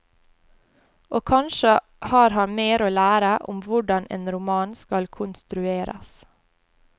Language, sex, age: Norwegian, female, 20